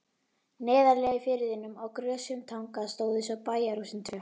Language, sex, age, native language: Icelandic, female, 12, Icelandic